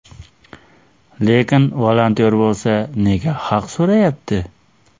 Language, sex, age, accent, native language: Uzbek, male, 18-24, Xorazm, Uzbek